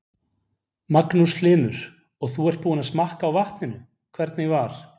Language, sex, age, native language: Icelandic, male, 40-49, Icelandic